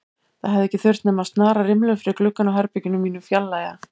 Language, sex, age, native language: Icelandic, female, 70-79, Icelandic